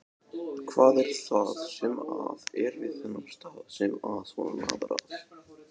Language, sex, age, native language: Icelandic, male, 20-29, Icelandic